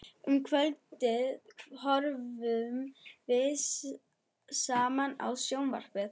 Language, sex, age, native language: Icelandic, female, 11, German